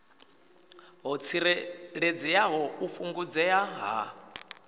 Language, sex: Venda, male